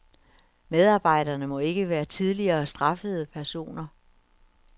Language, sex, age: Danish, female, 61